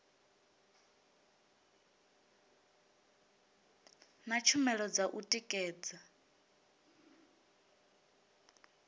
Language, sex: Venda, female